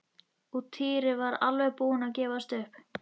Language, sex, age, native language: Icelandic, female, 13, Icelandic